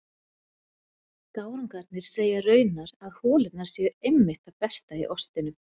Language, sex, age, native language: Icelandic, female, 40-49, Icelandic